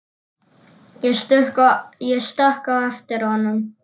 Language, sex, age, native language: Icelandic, male, 10, Icelandic